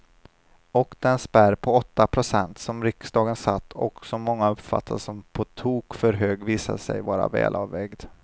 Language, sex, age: Swedish, male, 25